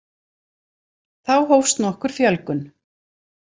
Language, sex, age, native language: Icelandic, female, 60-69, Icelandic